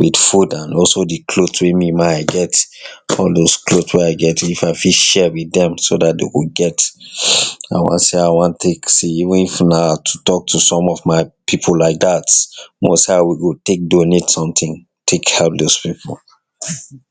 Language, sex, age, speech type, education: Nigerian Pidgin, male, 60+, spontaneous, tertiary